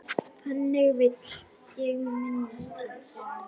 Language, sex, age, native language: Icelandic, female, 10, Icelandic